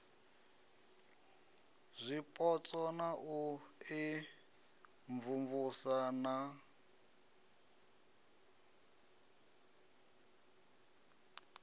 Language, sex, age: Venda, male, 33